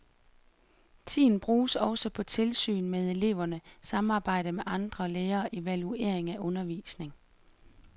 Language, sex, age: Danish, female, 33